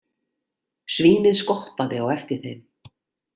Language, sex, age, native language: Icelandic, female, 40-49, Icelandic